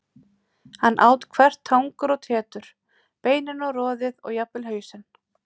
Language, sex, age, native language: Icelandic, female, 30-39, Icelandic